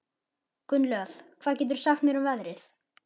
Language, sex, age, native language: Icelandic, male, 11, Icelandic